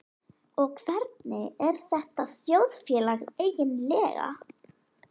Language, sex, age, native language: Icelandic, female, 11, Icelandic